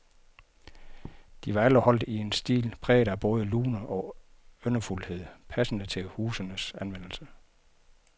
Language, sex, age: Danish, male, 51